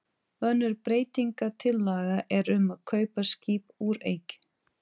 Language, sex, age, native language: Icelandic, female, 30-39, Portuguese